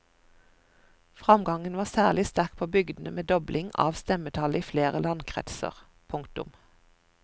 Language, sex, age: Norwegian, female, 41